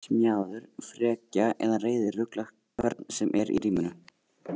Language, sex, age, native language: Icelandic, male, 18-19, Icelandic